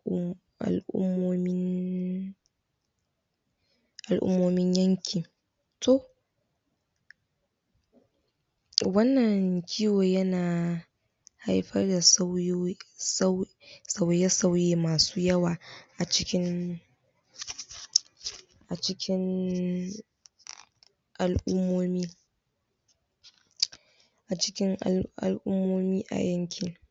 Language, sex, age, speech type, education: Hausa, female, 15-29, spontaneous, tertiary